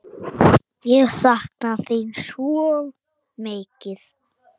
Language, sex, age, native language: Icelandic, male, 8, Icelandic